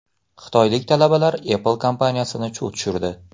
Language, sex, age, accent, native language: Uzbek, male, 18-24, Xorazm, Uzbek